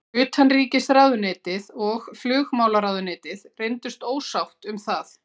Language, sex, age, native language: Icelandic, female, 40-49, Icelandic